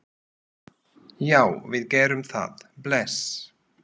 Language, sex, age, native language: Icelandic, male, 40-49, Slovak